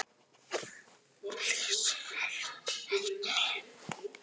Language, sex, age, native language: Icelandic, other, 18-19, Icelandic